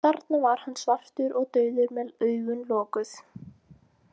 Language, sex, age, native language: Icelandic, female, 18-19, Icelandic